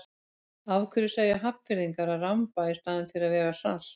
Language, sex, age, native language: Icelandic, female, 50-59, Icelandic